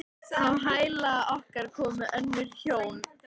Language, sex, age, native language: Icelandic, female, 13, Icelandic